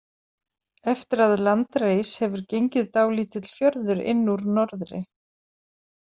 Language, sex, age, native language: Icelandic, female, 40-49, Icelandic